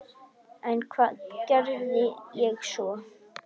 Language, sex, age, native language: Icelandic, male, 9, Icelandic